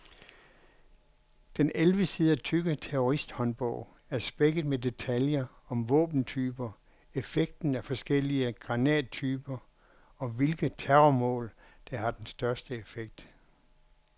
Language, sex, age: Danish, male, 61